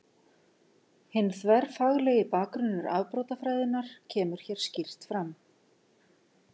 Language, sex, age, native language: Icelandic, female, 50-59, Icelandic